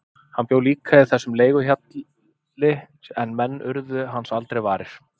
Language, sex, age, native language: Icelandic, male, 30-39, Icelandic